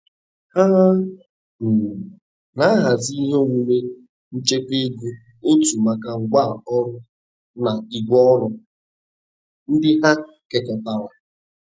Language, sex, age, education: Igbo, male, 15-29, tertiary